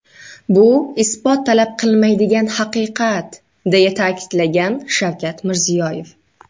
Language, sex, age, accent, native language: Uzbek, female, 12-17, Samarqand, Uzbek